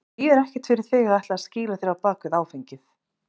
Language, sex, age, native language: Icelandic, female, 40-49, Icelandic